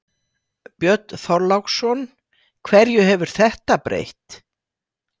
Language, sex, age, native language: Icelandic, female, 60-69, Icelandic